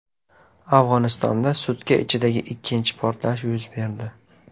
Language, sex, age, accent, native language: Uzbek, male, 18-24, Namangan, Uzbek